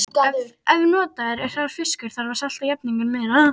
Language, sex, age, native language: Icelandic, female, 13, Icelandic